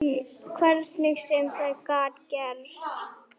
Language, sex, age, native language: Icelandic, male, 9, Icelandic